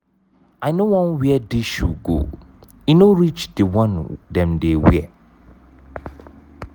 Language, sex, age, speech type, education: Nigerian Pidgin, male, 30-45, spontaneous, tertiary